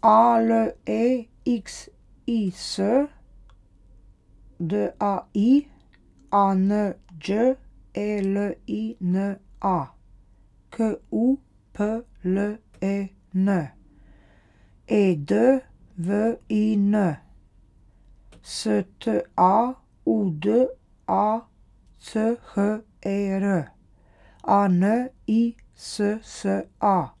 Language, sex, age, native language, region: Slovenian, female, 30-49, Slovenian, Pomurje region